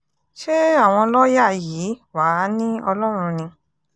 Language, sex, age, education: Yoruba, female, 15-29, tertiary